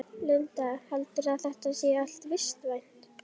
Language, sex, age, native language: Icelandic, female, 11, Icelandic